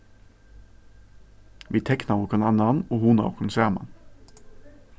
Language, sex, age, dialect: Faroese, male, 15-35, Suðurstreymoy